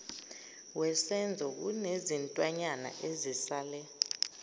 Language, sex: Zulu, female